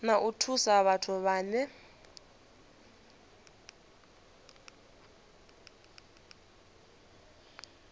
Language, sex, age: Venda, female, 22